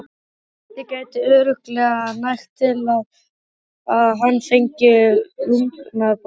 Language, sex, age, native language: Icelandic, male, 12, Icelandic